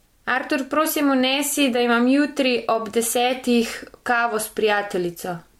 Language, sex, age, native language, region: Slovenian, female, 30-49, Slovenian, Gorenjska region